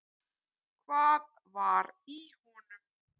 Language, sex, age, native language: Icelandic, male, 8, Icelandic